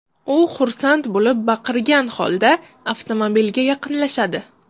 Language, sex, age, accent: Uzbek, female, 35+, Toshkent shahri